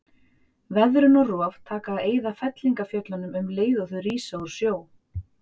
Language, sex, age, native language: Icelandic, female, 40-49, Icelandic